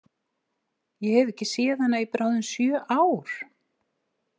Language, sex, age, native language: Icelandic, female, 60-69, Icelandic